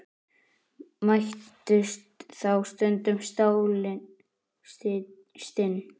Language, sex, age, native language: Icelandic, male, 10, Icelandic